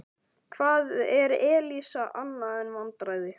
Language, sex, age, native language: Icelandic, male, 11, Icelandic